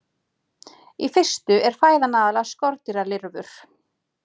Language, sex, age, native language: Icelandic, female, 30-39, Icelandic